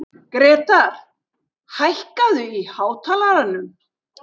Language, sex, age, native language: Icelandic, female, 60-69, Icelandic